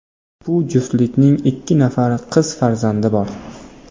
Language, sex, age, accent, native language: Uzbek, male, 18-24, Namangan, Uzbek